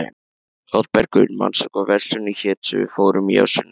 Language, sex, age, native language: Icelandic, male, 13, Icelandic